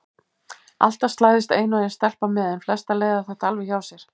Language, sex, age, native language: Icelandic, female, 50-59, Icelandic